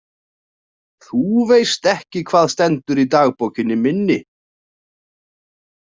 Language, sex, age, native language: Icelandic, male, 40-49, Icelandic